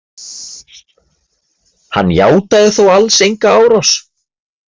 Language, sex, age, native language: Icelandic, male, 30-39, Icelandic